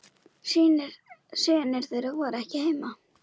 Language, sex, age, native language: Icelandic, female, 9, Icelandic